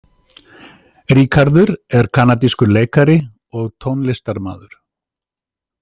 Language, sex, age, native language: Icelandic, male, 50-59, Icelandic